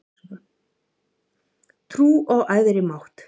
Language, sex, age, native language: Icelandic, female, 50-59, Icelandic